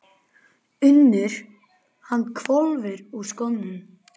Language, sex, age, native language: Icelandic, male, 10, Icelandic